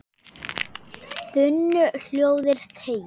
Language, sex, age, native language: Icelandic, female, 8, Icelandic